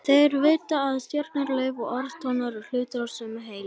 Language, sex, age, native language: Icelandic, male, 18-19, Icelandic